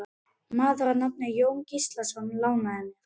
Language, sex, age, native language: Icelandic, male, 11, Icelandic